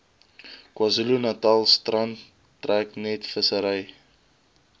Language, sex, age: Afrikaans, male, 22